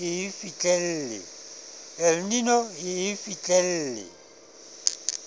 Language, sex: Southern Sotho, male